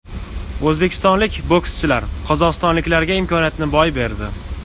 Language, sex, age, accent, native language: Uzbek, male, 18-24, Toshkent viloyati, Uzbek